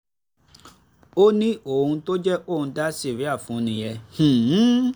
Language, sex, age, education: Yoruba, male, 15-29, tertiary